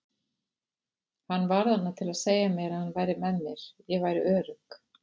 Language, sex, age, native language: Icelandic, female, 40-49, Icelandic